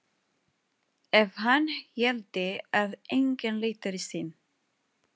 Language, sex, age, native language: Icelandic, female, 20-29, Filipino